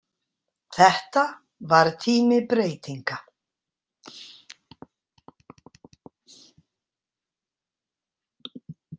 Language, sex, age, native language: Icelandic, female, 60-69, Icelandic